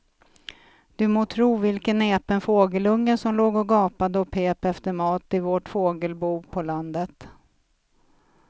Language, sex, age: Swedish, female, 46